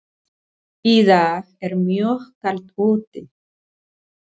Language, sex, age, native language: Icelandic, female, 40-49, Spanish